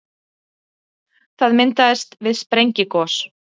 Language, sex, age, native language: Icelandic, female, 30-39, Icelandic